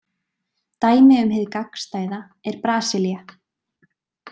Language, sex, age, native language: Icelandic, female, 20-29, Icelandic